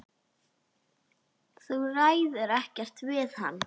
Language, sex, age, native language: Icelandic, female, 8, Icelandic